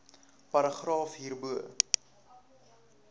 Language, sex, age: Afrikaans, male, 19